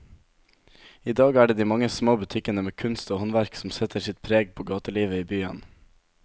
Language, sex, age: Norwegian, male, 17